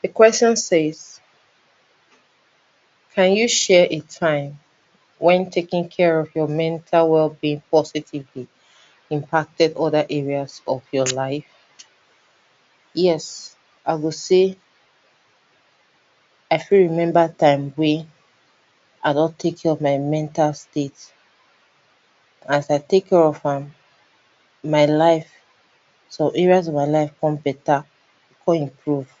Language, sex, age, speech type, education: Nigerian Pidgin, female, 30-45, spontaneous, tertiary